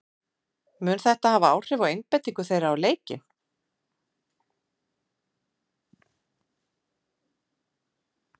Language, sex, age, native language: Icelandic, female, 40-49, Icelandic